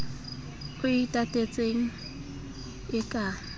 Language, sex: Southern Sotho, female